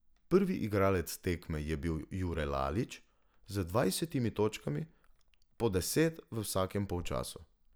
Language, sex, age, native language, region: Slovenian, male, 18-29, Slovenian, Drava region